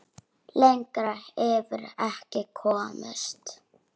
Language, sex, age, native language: Icelandic, female, 6, Icelandic